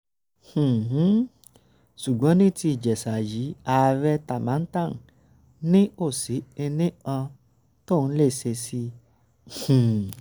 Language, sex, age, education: Yoruba, male, 15-29, tertiary